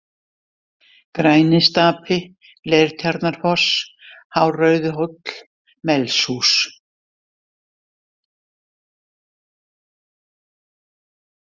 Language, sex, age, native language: Icelandic, female, 70-79, Icelandic